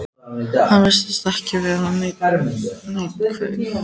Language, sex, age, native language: Icelandic, female, 14, Icelandic